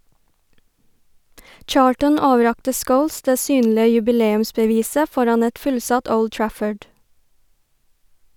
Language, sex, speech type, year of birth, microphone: Norwegian, female, read, 1990, Sennheiser